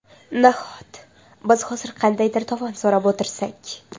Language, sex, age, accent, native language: Uzbek, female, 12-17, Toshkent shahri, Uzbek